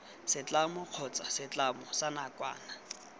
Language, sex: Tswana, male